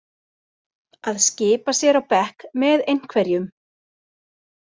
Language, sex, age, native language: Icelandic, female, 40-49, Icelandic